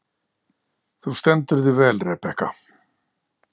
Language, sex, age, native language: Icelandic, male, 60-69, Icelandic